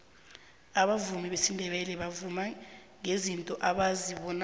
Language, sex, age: South Ndebele, female, 22